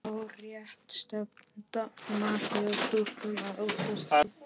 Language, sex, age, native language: Icelandic, male, 11, Polish